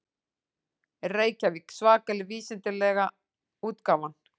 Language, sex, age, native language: Icelandic, female, 40-49, Icelandic